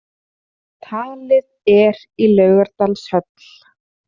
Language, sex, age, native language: Icelandic, female, 30-39, Icelandic